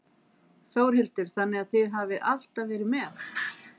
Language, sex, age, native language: Icelandic, female, 50-59, Icelandic